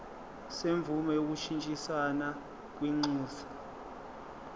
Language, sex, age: Zulu, male, 23